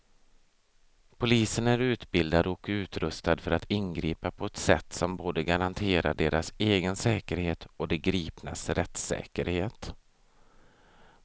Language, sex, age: Swedish, male, 32